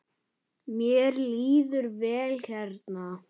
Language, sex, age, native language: Icelandic, male, 8, Icelandic